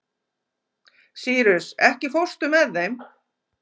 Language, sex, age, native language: Icelandic, female, 50-59, Icelandic